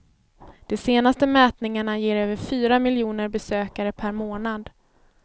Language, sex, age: Swedish, female, 24